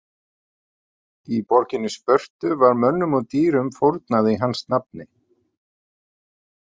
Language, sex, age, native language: Icelandic, male, 50-59, Icelandic